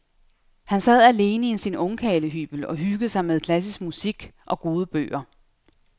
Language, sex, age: Danish, female, 32